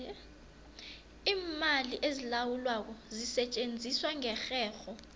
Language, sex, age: South Ndebele, female, 22